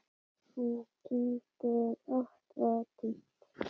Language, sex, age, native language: Icelandic, female, 8, Icelandic